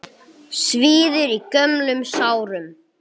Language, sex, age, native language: Icelandic, male, 9, English